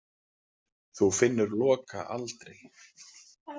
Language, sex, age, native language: Icelandic, male, 40-49, Icelandic